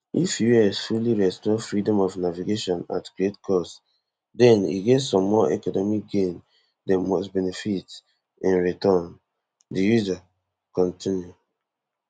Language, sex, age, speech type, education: Nigerian Pidgin, male, 15-29, spontaneous, tertiary